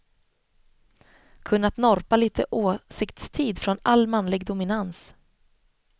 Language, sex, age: Swedish, female, 25